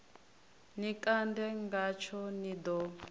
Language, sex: Venda, female